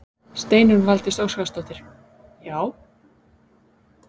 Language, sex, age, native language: Icelandic, female, 30-39, Icelandic